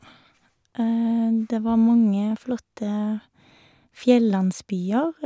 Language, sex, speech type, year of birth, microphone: Norwegian, female, spontaneous, 1978, Shure